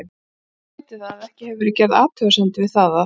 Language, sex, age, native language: Icelandic, female, 40-49, Icelandic